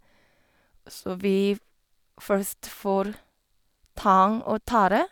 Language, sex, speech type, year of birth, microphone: Norwegian, female, spontaneous, 1989, Sennheiser